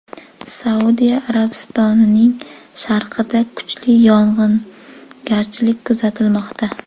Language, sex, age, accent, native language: Uzbek, female, 18-24, Jizzax, Uzbek